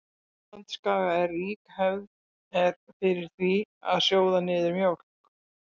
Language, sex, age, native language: Icelandic, female, 60-69, Icelandic